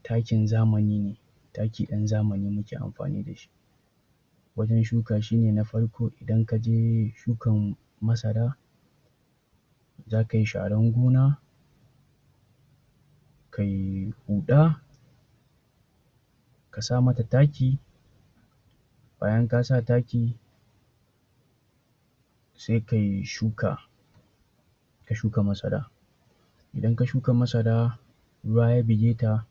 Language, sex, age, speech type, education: Hausa, male, 46-60, spontaneous, tertiary